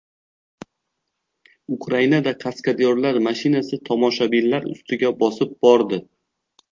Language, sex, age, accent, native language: Uzbek, male, 18-24, Xorazm, Uzbek